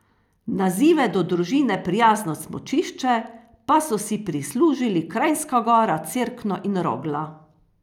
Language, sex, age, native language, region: Slovenian, female, 50-59, Slovenian, Carinthia region